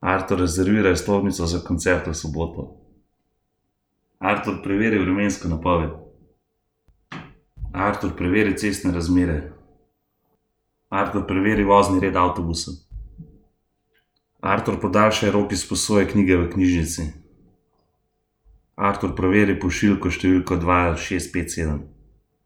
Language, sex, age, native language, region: Slovenian, male, 30-49, Slovenian, Gorenjska region